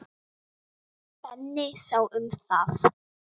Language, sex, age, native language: Icelandic, female, 9, Icelandic